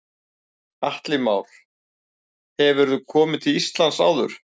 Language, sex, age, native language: Icelandic, male, 40-49, Icelandic